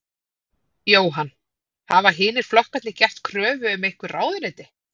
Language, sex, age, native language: Icelandic, female, 30-39, Icelandic